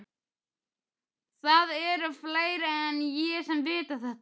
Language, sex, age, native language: Icelandic, male, 12, Icelandic